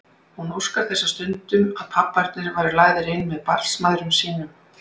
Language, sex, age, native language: Icelandic, female, 60-69, Icelandic